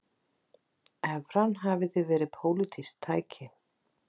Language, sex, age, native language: Icelandic, female, 40-49, Icelandic